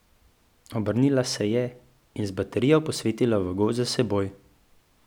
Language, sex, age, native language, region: Slovenian, male, 18-29, Slovenian, Central Slovenia